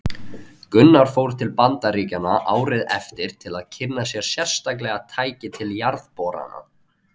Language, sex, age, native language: Icelandic, male, 20-29, Icelandic